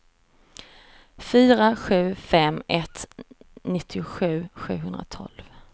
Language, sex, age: Swedish, female, 34